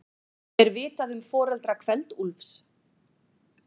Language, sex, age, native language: Icelandic, female, 40-49, Icelandic